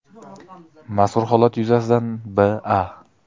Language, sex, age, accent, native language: Uzbek, male, 25-34, Qoraqalpog'iston, Uzbek